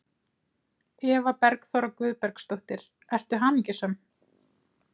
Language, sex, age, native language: Icelandic, female, 30-39, Icelandic